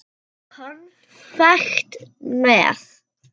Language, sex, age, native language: Icelandic, female, 8, Icelandic